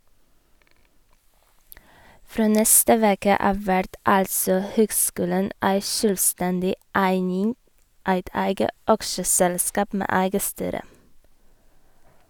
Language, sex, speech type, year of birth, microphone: Norwegian, female, read, 1987, Sennheiser